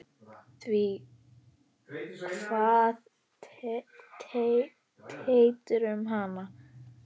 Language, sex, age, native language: Icelandic, female, 10, Icelandic